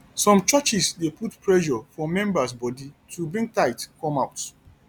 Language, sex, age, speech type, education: Nigerian Pidgin, male, 30-45, spontaneous, tertiary